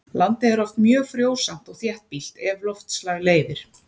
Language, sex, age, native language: Icelandic, female, 40-49, Icelandic